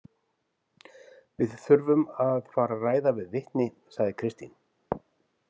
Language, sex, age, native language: Icelandic, male, 50-59, Icelandic